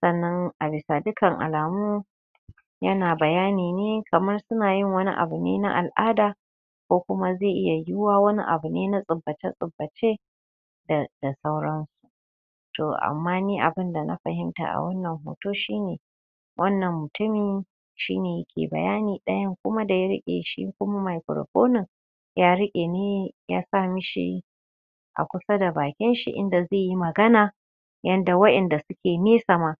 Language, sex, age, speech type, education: Hausa, female, 30-45, spontaneous, tertiary